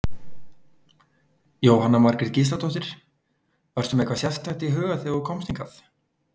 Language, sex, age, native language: Icelandic, male, 20-29, Icelandic